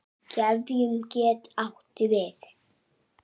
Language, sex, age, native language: Icelandic, male, 7, Icelandic